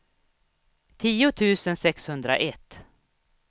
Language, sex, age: Swedish, female, 61